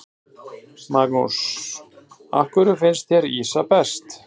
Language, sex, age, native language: Icelandic, male, 40-49, Icelandic